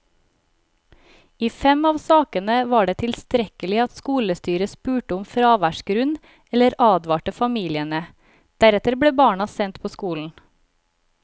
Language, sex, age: Norwegian, female, 36